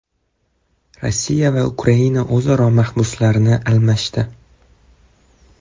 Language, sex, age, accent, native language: Uzbek, male, 18-24, Toshkent shahri, Uzbek